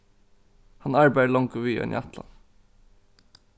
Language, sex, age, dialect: Faroese, male, 15-35, Norðuroyggjar